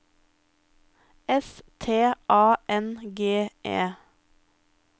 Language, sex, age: Norwegian, female, 23